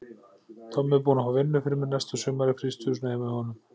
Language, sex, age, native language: Icelandic, male, 40-49, Icelandic